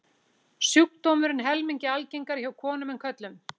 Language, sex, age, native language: Icelandic, female, 40-49, Icelandic